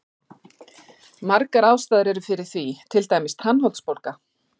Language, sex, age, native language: Icelandic, female, 40-49, Icelandic